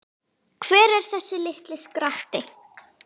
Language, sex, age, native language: Icelandic, female, 10, Icelandic